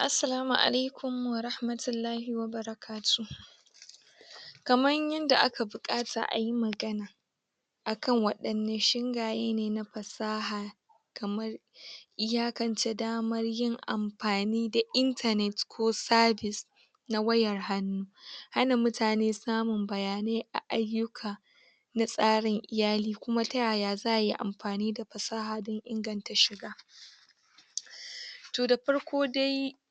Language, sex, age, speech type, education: Hausa, female, 15-29, spontaneous, tertiary